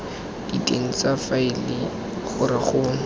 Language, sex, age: Tswana, male, 18